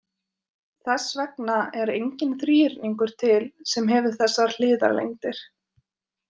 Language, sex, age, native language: Icelandic, female, 20-29, Icelandic